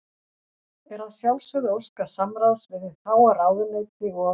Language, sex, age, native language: Icelandic, female, 40-49, Icelandic